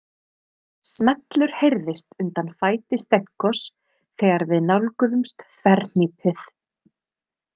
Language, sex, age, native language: Icelandic, female, 30-39, Icelandic